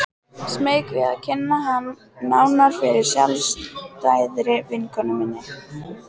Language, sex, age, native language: Icelandic, female, 15, Icelandic